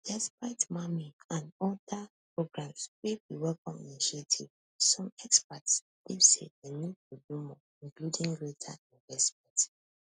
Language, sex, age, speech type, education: Nigerian Pidgin, female, 15-29, spontaneous, tertiary